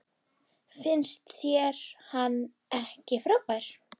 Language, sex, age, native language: Icelandic, female, 10, Icelandic